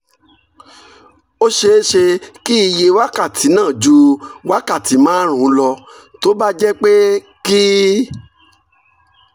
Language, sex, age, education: Yoruba, male, 46-60, tertiary